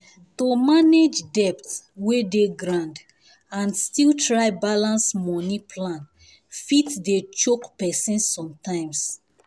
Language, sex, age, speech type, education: Nigerian Pidgin, female, 15-29, spontaneous, tertiary